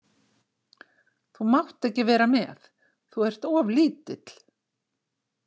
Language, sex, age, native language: Icelandic, female, 60-69, Icelandic